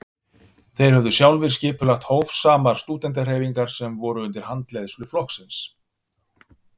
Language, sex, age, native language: Icelandic, male, 50-59, Icelandic